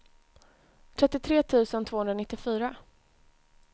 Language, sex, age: Swedish, female, 20